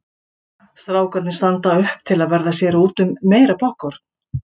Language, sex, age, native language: Icelandic, female, 50-59, Icelandic